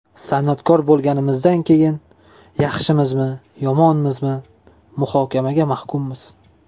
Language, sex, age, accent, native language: Uzbek, male, 18-24, Toshkent shahri, Uzbek